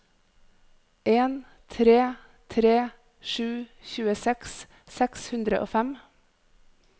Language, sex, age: Norwegian, female, 43